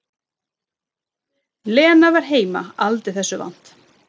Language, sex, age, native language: Icelandic, female, 30-39, Swedish